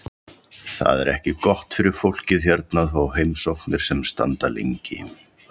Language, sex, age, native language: Icelandic, male, 40-49, Icelandic